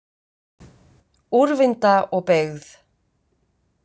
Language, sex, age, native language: Icelandic, female, 50-59, Icelandic